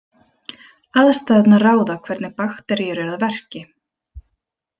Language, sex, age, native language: Icelandic, female, 30-39, Icelandic